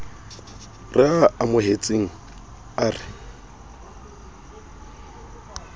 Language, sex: Southern Sotho, male